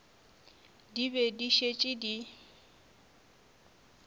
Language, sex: Northern Sotho, female